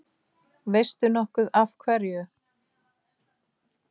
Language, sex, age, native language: Icelandic, female, 6, Icelandic